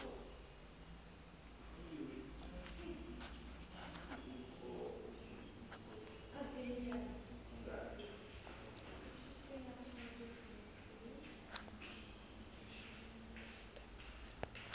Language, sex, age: Southern Sotho, female, 35